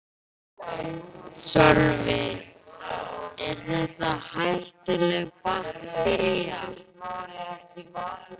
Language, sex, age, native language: Icelandic, male, 12, Icelandic